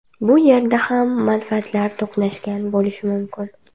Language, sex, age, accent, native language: Uzbek, female, under 19, Andijon, Uzbek